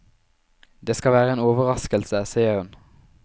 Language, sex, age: Norwegian, male, 19